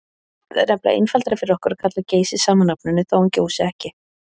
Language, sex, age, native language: Icelandic, female, 30-39, Icelandic